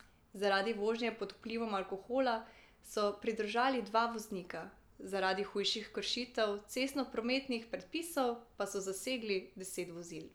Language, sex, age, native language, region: Slovenian, female, 18-29, Slovenian, Drava region